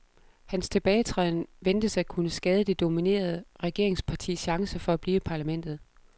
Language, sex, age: Danish, female, 32